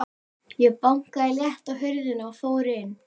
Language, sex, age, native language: Icelandic, female, 11, Icelandic